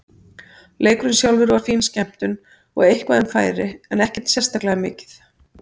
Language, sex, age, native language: Icelandic, female, 50-59, Icelandic